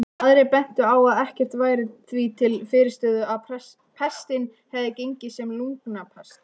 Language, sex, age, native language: Icelandic, female, 18-19, Icelandic